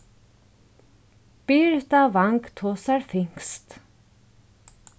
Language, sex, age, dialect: Faroese, female, 36-60, Norðurstreymoy/Eysturoy